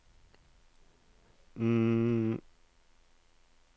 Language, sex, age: Norwegian, male, 34